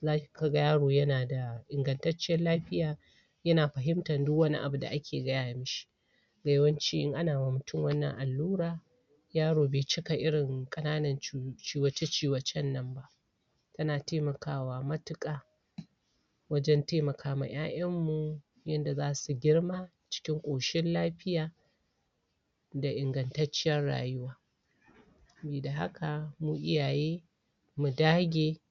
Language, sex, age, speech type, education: Hausa, female, 46-60, spontaneous, tertiary